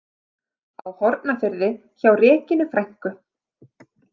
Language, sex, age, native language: Icelandic, female, 30-39, Icelandic